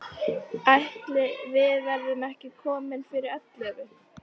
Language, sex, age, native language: Icelandic, female, 13, Icelandic